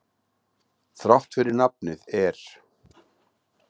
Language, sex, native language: Icelandic, male, Icelandic